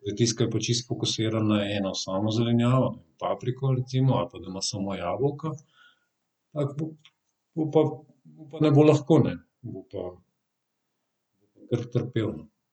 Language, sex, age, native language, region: Slovenian, male, 30-49, Slovenian, Southeast Slovenia